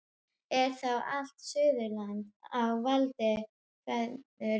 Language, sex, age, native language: Icelandic, female, 12, Icelandic